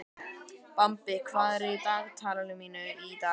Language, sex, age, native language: Icelandic, male, 12, Icelandic